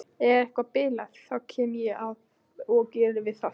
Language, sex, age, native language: Icelandic, female, 14, Icelandic